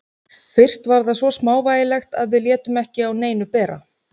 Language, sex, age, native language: Icelandic, female, 30-39, Icelandic